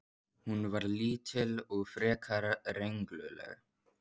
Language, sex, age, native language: Icelandic, male, 14, Icelandic